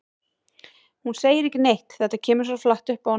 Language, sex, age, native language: Icelandic, female, 18-19, Icelandic